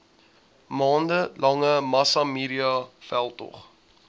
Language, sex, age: Afrikaans, male, 20